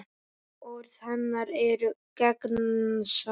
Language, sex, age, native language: Icelandic, male, 10, Icelandic